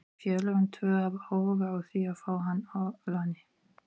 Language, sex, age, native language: Icelandic, female, 40-49, Icelandic